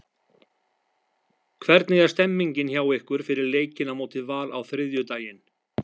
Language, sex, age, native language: Icelandic, male, 50-59, Icelandic